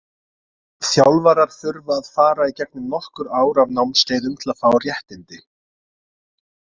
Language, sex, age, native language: Icelandic, male, 20-29, Icelandic